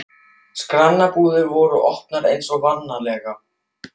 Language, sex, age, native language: Icelandic, male, 12, German